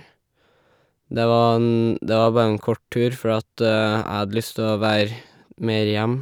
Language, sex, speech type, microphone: Norwegian, male, spontaneous, Shure